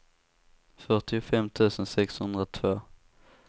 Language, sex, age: Swedish, male, 18